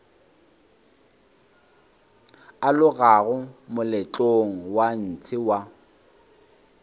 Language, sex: Northern Sotho, male